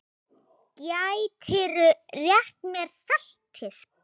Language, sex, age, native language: Icelandic, female, 8, Icelandic